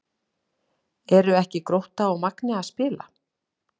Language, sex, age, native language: Icelandic, female, 40-49, Icelandic